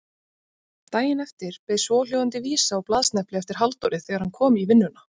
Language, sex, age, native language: Icelandic, female, 30-39, Icelandic